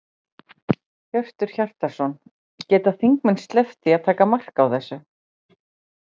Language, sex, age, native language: Icelandic, female, 40-49, Icelandic